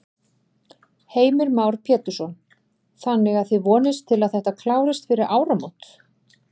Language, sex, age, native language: Icelandic, female, 40-49, Icelandic